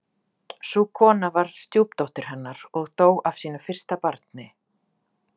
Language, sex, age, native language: Icelandic, female, 40-49, Icelandic